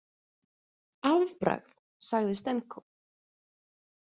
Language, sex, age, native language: Icelandic, female, 20-29, Icelandic